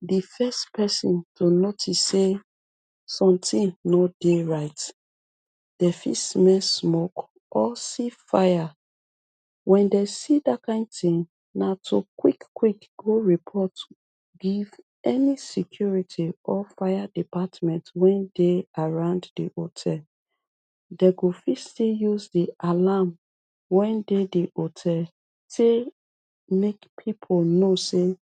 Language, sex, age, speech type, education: Nigerian Pidgin, female, 30-45, spontaneous, tertiary